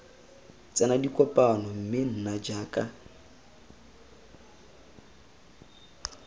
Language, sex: Tswana, male